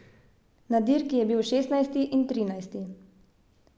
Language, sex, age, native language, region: Slovenian, female, 18-29, Slovenian, Savinja region